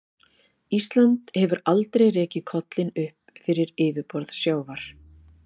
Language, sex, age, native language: Icelandic, female, 50-59, Icelandic